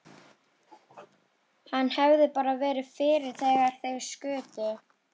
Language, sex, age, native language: Icelandic, female, 12, Icelandic